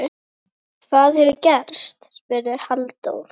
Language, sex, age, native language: Icelandic, female, 9, Icelandic